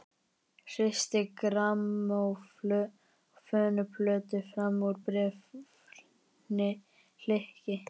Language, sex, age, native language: Icelandic, male, 20-29, Icelandic